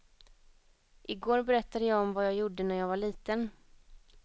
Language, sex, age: Swedish, female, 21